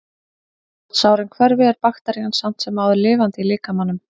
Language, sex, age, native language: Icelandic, female, 30-39, Icelandic